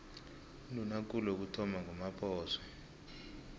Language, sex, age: South Ndebele, male, 20